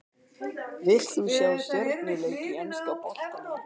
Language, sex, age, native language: Icelandic, male, 12, Icelandic